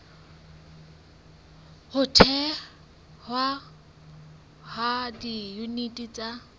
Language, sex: Southern Sotho, female